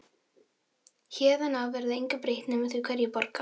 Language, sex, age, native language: Icelandic, female, 13, Filipino